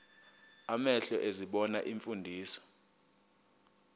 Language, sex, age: Xhosa, male, 22